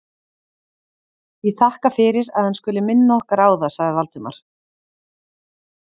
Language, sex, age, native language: Icelandic, female, 30-39, Icelandic